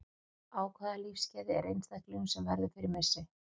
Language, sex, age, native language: Icelandic, female, 40-49, Icelandic